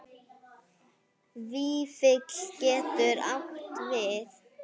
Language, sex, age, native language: Icelandic, female, 8, Icelandic